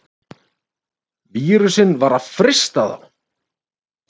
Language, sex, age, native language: Icelandic, male, 30-39, Icelandic